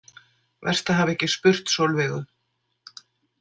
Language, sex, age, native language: Icelandic, female, 60-69, Icelandic